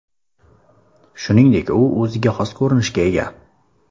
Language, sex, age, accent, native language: Uzbek, male, 18-24, Surxondaryo, Uzbek